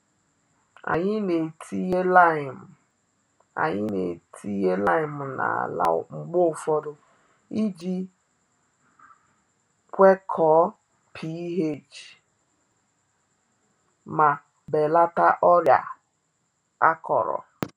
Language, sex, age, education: Igbo, female, 30-45, tertiary